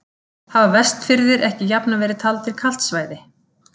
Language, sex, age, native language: Icelandic, female, 50-59, Icelandic